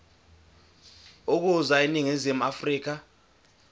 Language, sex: Zulu, male